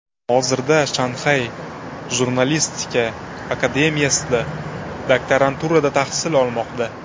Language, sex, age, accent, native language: Uzbek, male, 18-24, Buxoro, Uzbek